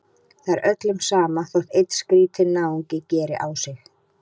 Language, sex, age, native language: Icelandic, female, 30-39, Icelandic